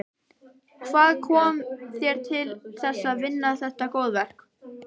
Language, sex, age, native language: Icelandic, female, 12, Icelandic